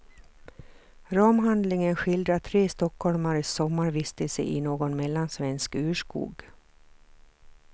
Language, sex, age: Swedish, female, 47